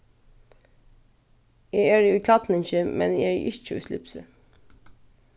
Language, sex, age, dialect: Faroese, female, 15-35, Vágar